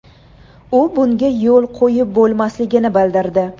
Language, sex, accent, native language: Uzbek, female, Andijon, Uzbek